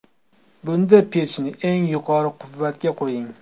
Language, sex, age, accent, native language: Uzbek, male, 35+, Toshkent viloyati, Uzbek